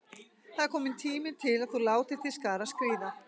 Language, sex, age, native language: Icelandic, female, 40-49, Icelandic